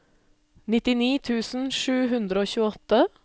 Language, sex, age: Norwegian, female, 20